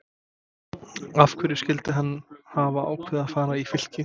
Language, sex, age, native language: Icelandic, male, 20-29, Serbo-Croatian